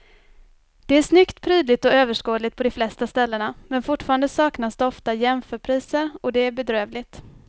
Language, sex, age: Swedish, female, 24